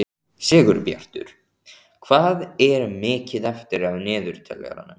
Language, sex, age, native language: Icelandic, male, 14, Icelandic